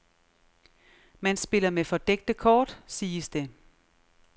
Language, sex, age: Danish, female, 36